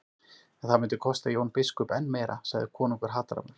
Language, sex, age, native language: Icelandic, male, 40-49, Icelandic